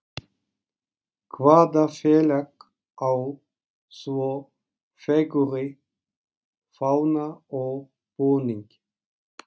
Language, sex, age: Icelandic, male, 40-49